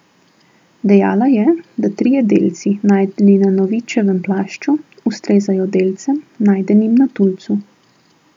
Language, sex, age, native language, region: Slovenian, female, 18-29, Slovenian, Southeast Slovenia